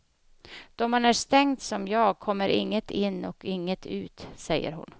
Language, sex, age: Swedish, female, 31